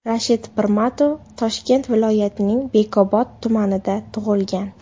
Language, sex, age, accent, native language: Uzbek, female, 18-24, Namangan, Uzbek